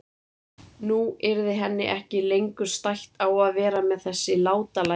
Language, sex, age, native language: Icelandic, female, 30-39, Icelandic